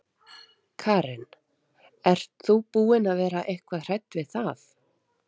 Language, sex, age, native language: Icelandic, female, 30-39, Icelandic